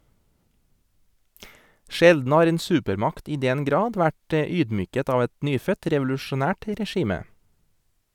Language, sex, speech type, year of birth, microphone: Norwegian, male, read, 1983, Sennheiser